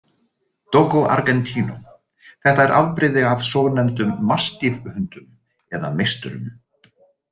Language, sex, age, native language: Icelandic, male, 30-39, Icelandic